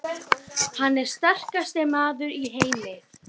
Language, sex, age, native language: Icelandic, female, 12, Icelandic